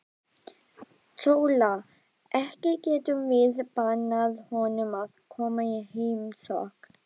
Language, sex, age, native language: Icelandic, female, 12, Icelandic